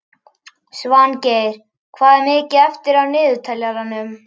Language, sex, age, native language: Icelandic, male, 11, Icelandic